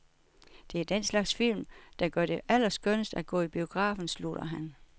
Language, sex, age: Danish, female, 61